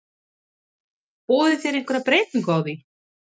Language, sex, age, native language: Icelandic, female, 30-39, Icelandic